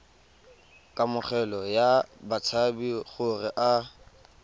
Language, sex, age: Tswana, male, 19